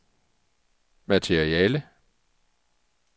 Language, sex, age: Danish, male, 44